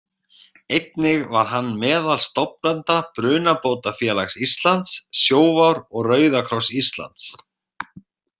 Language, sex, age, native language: Icelandic, male, 30-39, Icelandic